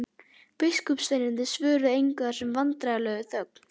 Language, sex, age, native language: Icelandic, male, 11, Icelandic